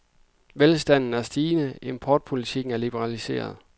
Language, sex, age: Danish, male, 26